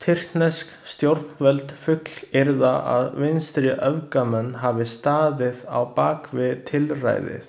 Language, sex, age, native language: Icelandic, male, 20-29, Chinese